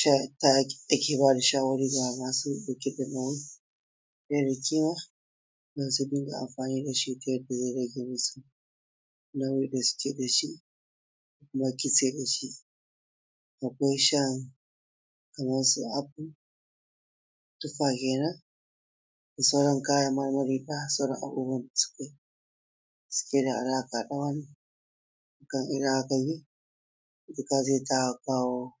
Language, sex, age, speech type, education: Hausa, male, 15-29, spontaneous, tertiary